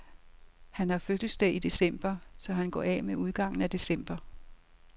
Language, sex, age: Danish, female, 67